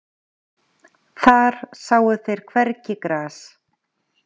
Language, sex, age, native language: Icelandic, female, 40-49, Icelandic